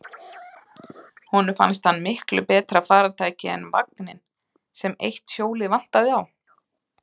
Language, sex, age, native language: Icelandic, female, 30-39, Icelandic